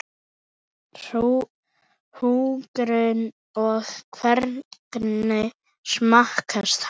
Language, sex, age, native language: Icelandic, male, 8, Icelandic